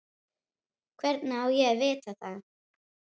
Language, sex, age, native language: Icelandic, female, 12, Icelandic